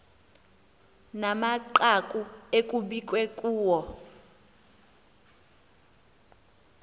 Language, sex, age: Xhosa, female, 24